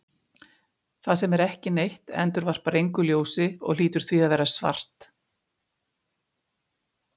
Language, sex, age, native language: Icelandic, female, 50-59, Icelandic